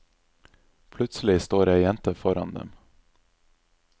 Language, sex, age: Norwegian, male, 26